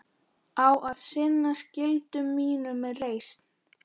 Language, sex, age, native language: Icelandic, male, 13, Icelandic